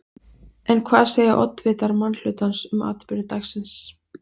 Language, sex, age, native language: Icelandic, female, 20-29, Icelandic